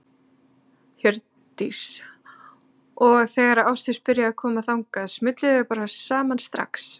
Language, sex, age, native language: Icelandic, female, 30-39, Icelandic